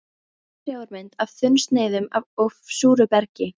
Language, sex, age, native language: Icelandic, female, 14, Icelandic